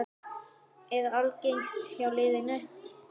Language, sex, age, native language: Icelandic, female, 9, Icelandic